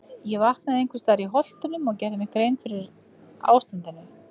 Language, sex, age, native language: Icelandic, female, 50-59, Icelandic